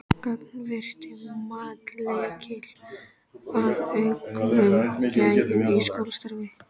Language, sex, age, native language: Icelandic, female, 13, Icelandic